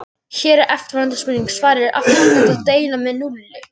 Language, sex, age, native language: Icelandic, female, 60-69, Icelandic